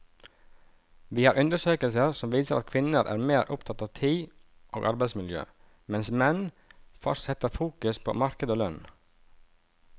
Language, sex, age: Norwegian, male, 37